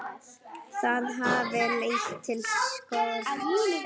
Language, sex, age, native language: Icelandic, female, 9, Icelandic